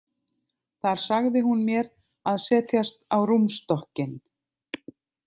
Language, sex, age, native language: Icelandic, other, 50-59, Icelandic